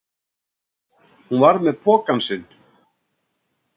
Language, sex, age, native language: Icelandic, male, 60-69, Icelandic